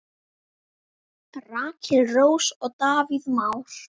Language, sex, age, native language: Icelandic, female, 10, Icelandic